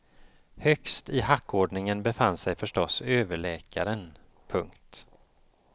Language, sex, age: Swedish, male, 54